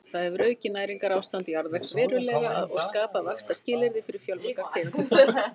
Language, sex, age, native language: Icelandic, female, 40-49, Icelandic